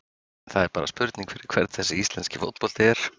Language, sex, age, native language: Icelandic, male, 50-59, Icelandic